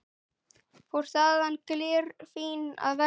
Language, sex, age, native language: Icelandic, male, 9, Icelandic